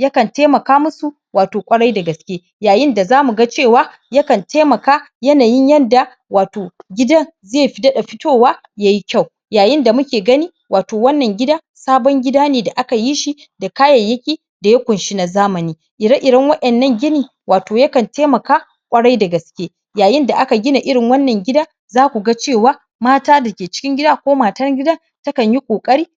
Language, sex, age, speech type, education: Hausa, female, 30-45, spontaneous, tertiary